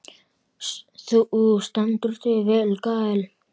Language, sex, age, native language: Icelandic, male, 12, Icelandic